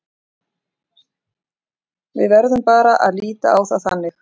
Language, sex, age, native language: Icelandic, female, 40-49, Icelandic